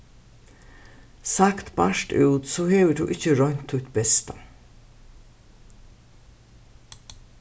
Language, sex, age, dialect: Faroese, female, 61+, Suðurstreymoy